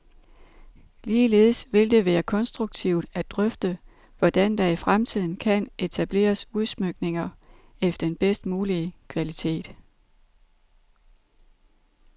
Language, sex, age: Danish, female, 32